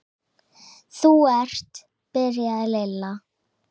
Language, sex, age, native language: Icelandic, male, 7, Icelandic